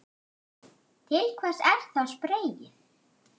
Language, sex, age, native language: Icelandic, female, 9, Icelandic